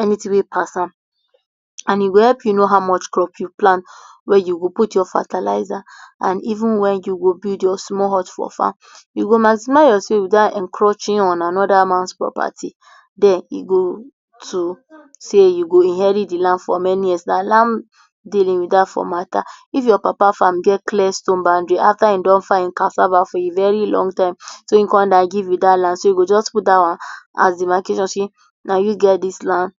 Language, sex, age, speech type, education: Nigerian Pidgin, female, 46-60, spontaneous, tertiary